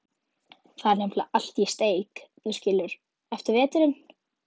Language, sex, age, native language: Icelandic, female, 11, Icelandic